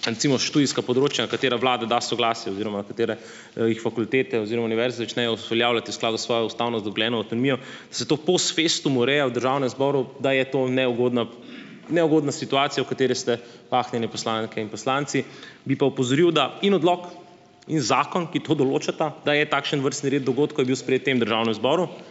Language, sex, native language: Slovenian, male, Slovenian